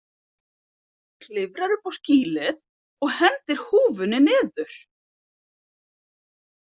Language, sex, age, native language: Icelandic, female, 50-59, Icelandic